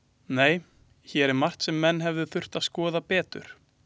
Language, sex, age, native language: Icelandic, male, 20-29, Icelandic